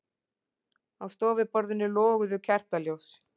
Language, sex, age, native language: Icelandic, female, 40-49, Icelandic